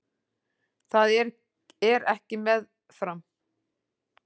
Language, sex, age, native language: Icelandic, female, 40-49, Icelandic